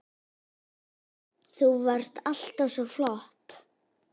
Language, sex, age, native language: Icelandic, female, 8, Icelandic